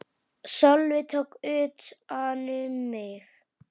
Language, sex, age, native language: Icelandic, female, 8, Icelandic